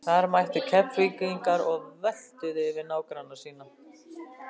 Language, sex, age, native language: Icelandic, female, 60-69, Icelandic